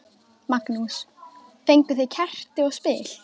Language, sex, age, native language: Icelandic, female, 12, Icelandic